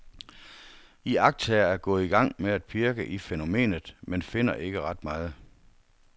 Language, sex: Danish, male